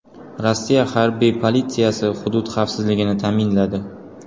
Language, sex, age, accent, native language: Uzbek, male, 18-24, Qoraqalpog'iston, Uzbek